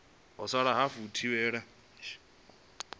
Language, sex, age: Venda, male, 25